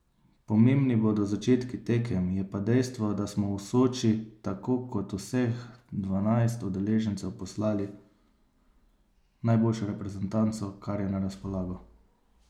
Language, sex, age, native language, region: Slovenian, male, 30-49, Slovenian, Savinja region